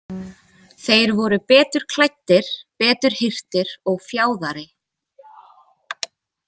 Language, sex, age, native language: Icelandic, female, 20-29, Icelandic